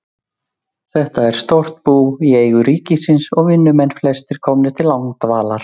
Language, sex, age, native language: Icelandic, male, 40-49, Icelandic